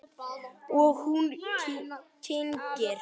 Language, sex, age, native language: Icelandic, male, 8, Icelandic